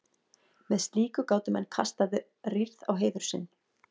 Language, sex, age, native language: Icelandic, female, 40-49, Icelandic